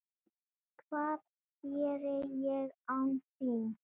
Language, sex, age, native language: Icelandic, female, 7, Icelandic